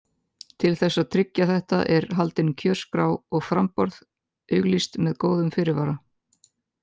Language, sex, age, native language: Icelandic, male, 18-19, Icelandic